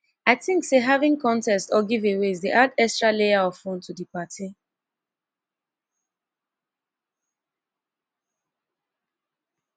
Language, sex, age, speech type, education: Nigerian Pidgin, female, 15-29, spontaneous, tertiary